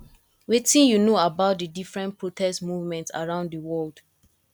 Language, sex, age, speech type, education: Nigerian Pidgin, female, 15-29, spontaneous, tertiary